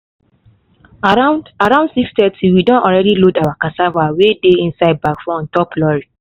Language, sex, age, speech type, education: Nigerian Pidgin, female, 15-29, spontaneous, tertiary